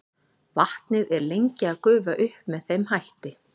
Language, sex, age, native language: Icelandic, female, 40-49, Icelandic